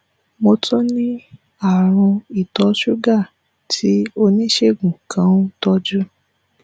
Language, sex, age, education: Yoruba, male, 30-45, tertiary